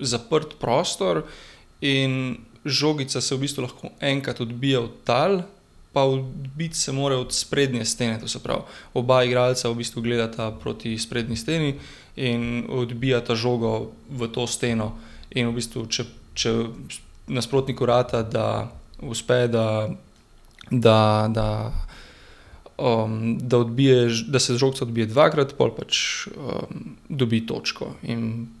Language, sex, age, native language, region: Slovenian, male, 18-29, Slovenian, Gorenjska region